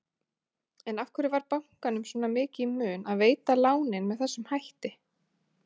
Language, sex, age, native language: Icelandic, female, 30-39, Icelandic